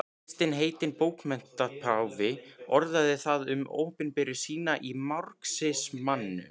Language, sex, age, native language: Icelandic, male, 15, Icelandic